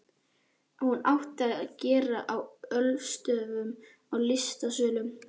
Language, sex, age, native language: Icelandic, male, 11, Icelandic